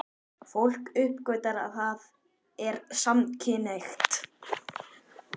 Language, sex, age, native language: Icelandic, male, 12, Icelandic